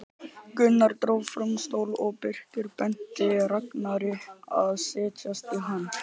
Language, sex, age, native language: Icelandic, male, 18-19, Icelandic